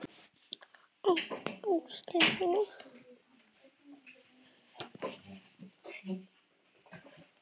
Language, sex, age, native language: Icelandic, male, 9, Icelandic